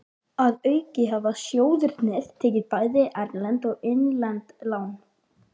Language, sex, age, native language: Icelandic, male, 12, Icelandic